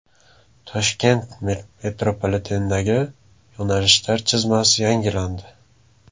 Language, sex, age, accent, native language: Uzbek, male, 18-24, Samarqand, Uzbek